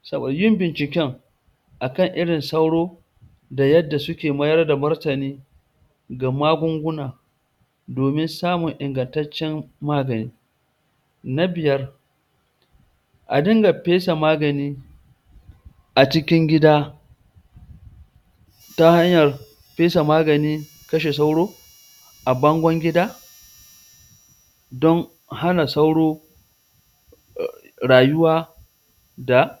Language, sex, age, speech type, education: Hausa, male, 46-60, spontaneous, tertiary